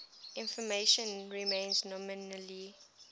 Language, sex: English, female